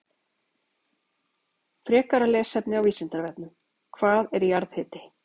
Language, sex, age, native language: Icelandic, female, 40-49, Icelandic